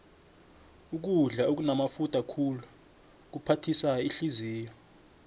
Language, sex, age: South Ndebele, male, 21